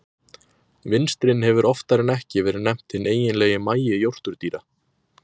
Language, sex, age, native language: Icelandic, male, 20-29, Icelandic